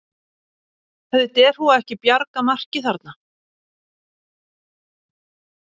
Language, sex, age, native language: Icelandic, female, 60-69, Icelandic